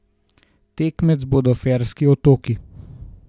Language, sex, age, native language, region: Slovenian, male, 18-29, Slovenian, Gorenjska region